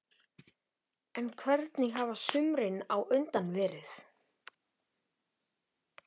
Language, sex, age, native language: Icelandic, male, 12, Icelandic